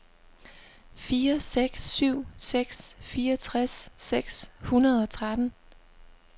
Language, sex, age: Danish, female, 25